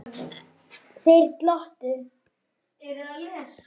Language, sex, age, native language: Icelandic, male, 9, Icelandic